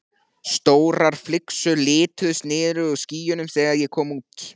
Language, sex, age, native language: Icelandic, male, 14, Icelandic